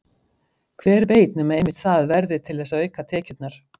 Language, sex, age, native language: Icelandic, female, 50-59, Icelandic